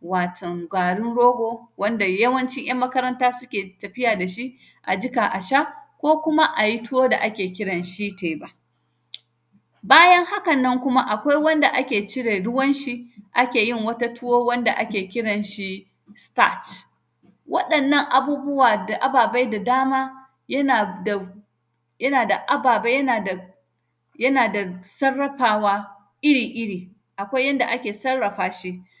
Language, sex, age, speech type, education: Hausa, female, 30-45, spontaneous, tertiary